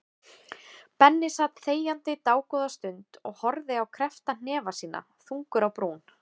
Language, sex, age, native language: Icelandic, female, 20-29, Icelandic